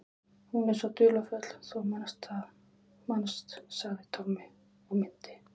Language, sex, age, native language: Icelandic, female, 20-29, Icelandic